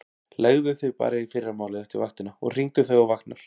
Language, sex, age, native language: Icelandic, male, 40-49, Icelandic